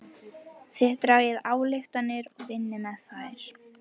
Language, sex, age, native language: Icelandic, female, 12, Icelandic